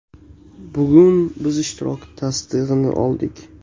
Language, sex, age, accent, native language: Uzbek, male, 18-24, Toshkent shahri, Uzbek